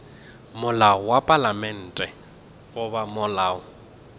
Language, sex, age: Northern Sotho, male, 24